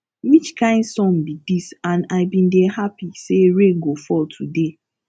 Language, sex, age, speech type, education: Nigerian Pidgin, female, 15-29, spontaneous, tertiary